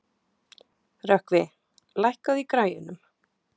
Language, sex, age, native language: Icelandic, female, 20-29, Icelandic